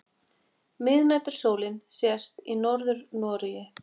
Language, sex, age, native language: Icelandic, female, 20-29, Icelandic